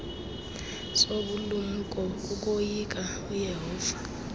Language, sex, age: Xhosa, female, 31